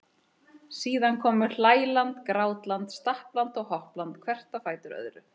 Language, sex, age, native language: Icelandic, female, 30-39, Icelandic